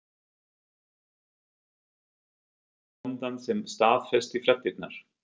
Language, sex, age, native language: Icelandic, male, 50-59, German